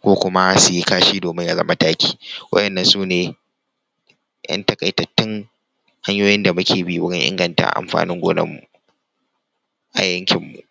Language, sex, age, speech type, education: Hausa, male, 15-29, spontaneous, tertiary